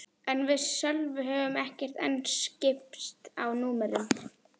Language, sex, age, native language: Icelandic, female, 11, Icelandic